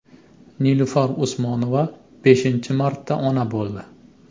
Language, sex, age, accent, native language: Uzbek, male, 25-34, Andijon, Uzbek